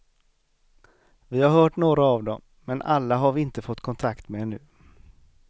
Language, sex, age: Swedish, male, 38